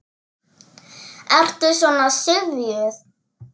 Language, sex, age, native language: Icelandic, female, 7, Icelandic